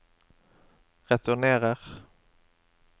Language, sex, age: Norwegian, male, 27